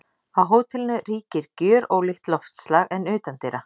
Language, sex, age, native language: Icelandic, female, 30-39, Icelandic